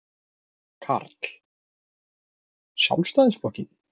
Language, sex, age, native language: Icelandic, male, 20-29, Icelandic